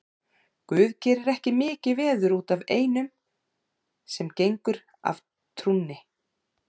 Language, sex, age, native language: Icelandic, female, 40-49, Icelandic